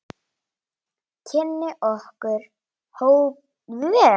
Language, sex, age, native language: Icelandic, female, 9, Icelandic